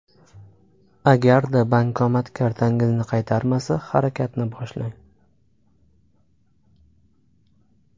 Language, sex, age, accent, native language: Uzbek, male, 25-34, Farg'ona, Uzbek